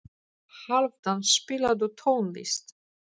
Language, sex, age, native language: Icelandic, female, 40-49, Polish